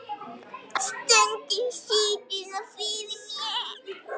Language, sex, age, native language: Icelandic, male, 9, Icelandic